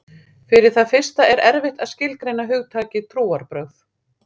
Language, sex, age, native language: Icelandic, female, 40-49, Icelandic